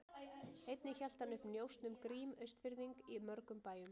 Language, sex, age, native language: Icelandic, female, 30-39, Icelandic